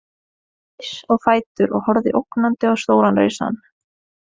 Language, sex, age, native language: Icelandic, female, 20-29, Norwegian